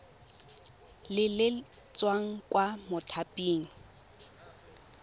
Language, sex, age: Tswana, female, 22